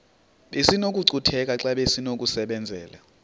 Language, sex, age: Xhosa, male, 33